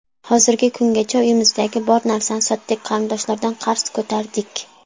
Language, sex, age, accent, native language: Uzbek, female, under 19, Sirdaryo, Uzbek